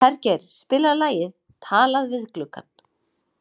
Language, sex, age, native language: Icelandic, female, 30-39, Icelandic